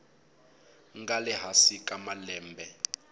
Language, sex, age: Tsonga, male, 22